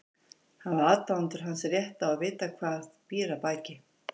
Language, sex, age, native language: Icelandic, male, 50-59, Icelandic